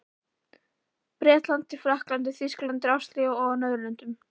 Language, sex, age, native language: Icelandic, female, 11, Icelandic